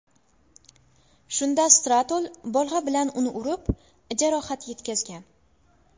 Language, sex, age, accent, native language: Uzbek, female, under 19, Buxoro, Uzbek